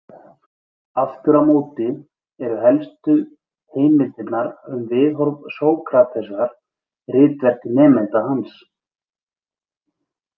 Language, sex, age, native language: Icelandic, male, 20-29, Icelandic